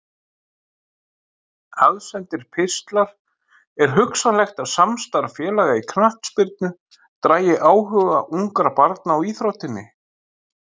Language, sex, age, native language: Icelandic, male, 50-59, Icelandic